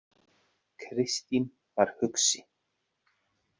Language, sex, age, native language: Icelandic, male, 40-49, Icelandic